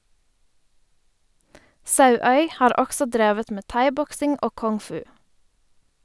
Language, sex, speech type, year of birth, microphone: Norwegian, female, read, 1990, Sennheiser